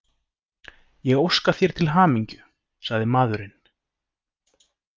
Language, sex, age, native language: Icelandic, male, 30-39, Icelandic